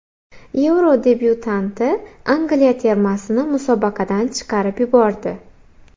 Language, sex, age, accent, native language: Uzbek, female, 18-24, Xorazm, Uzbek